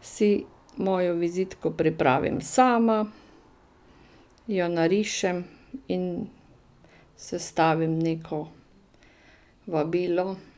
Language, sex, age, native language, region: Slovenian, female, 60+, Slovenian, Drava region